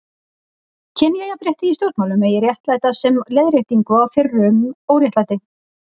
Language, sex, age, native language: Icelandic, female, 40-49, Icelandic